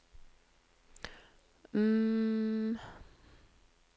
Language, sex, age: Norwegian, female, 42